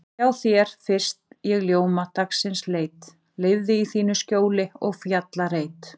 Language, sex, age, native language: Icelandic, female, 40-49, Icelandic